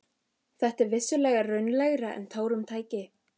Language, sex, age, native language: Icelandic, female, 15, Icelandic